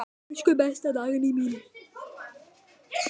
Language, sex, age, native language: Icelandic, male, 10, Icelandic